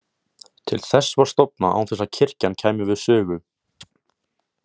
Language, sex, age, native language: Icelandic, male, 18-19, Icelandic